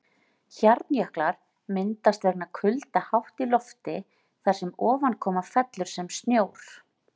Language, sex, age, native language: Icelandic, female, 40-49, Icelandic